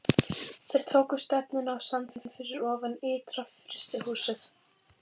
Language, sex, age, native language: Icelandic, female, 15, Icelandic